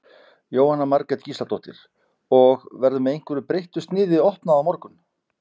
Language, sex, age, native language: Icelandic, male, 50-59, Icelandic